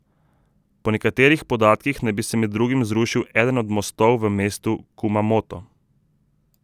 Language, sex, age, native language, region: Slovenian, male, 30-49, Slovenian, Southeast Slovenia